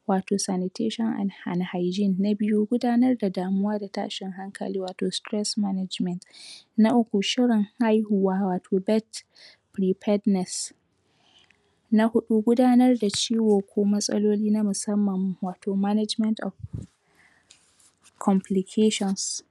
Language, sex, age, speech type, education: Hausa, female, 46-60, spontaneous, secondary